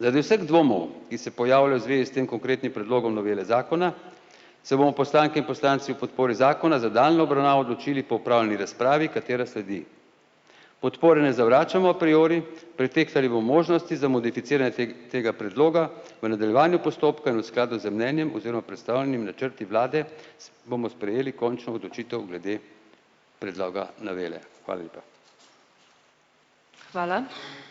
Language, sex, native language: Slovenian, male, Slovenian